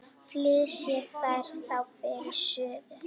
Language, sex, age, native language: Icelandic, female, 9, Icelandic